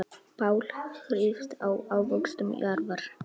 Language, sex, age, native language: Icelandic, male, 6, Polish